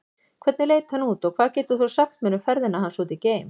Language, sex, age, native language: Icelandic, female, 40-49, Icelandic